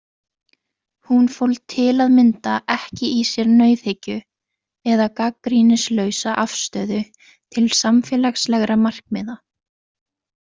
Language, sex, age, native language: Icelandic, female, 20-29, Icelandic